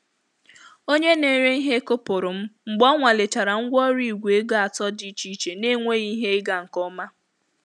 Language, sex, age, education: Igbo, female, 15-29, tertiary